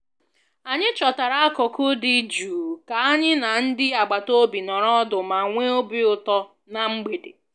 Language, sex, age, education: Igbo, female, 15-29, tertiary